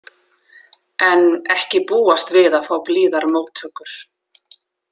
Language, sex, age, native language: Icelandic, female, 40-49, Icelandic